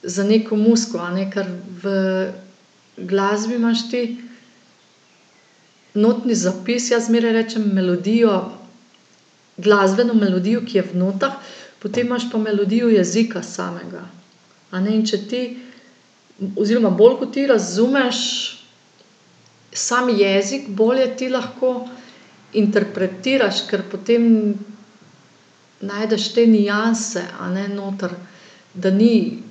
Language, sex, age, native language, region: Slovenian, female, 50-59, Slovenian, Gorenjska region